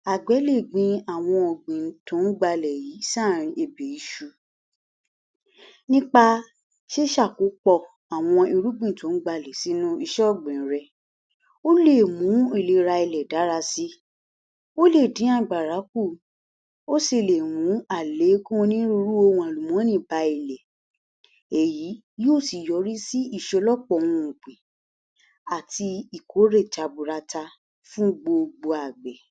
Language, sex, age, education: Yoruba, female, 60+, tertiary